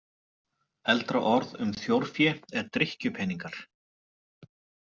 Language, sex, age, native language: Icelandic, male, 40-49, Icelandic